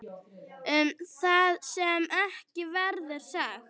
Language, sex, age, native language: Icelandic, female, 9, Icelandic